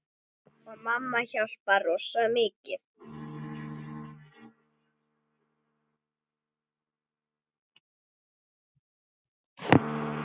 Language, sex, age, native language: Icelandic, male, 9, Icelandic